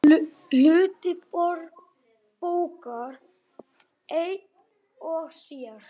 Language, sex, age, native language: Icelandic, male, 9, Icelandic